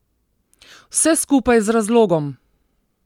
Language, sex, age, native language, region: Slovenian, female, 30-49, Slovenian, Southeast Slovenia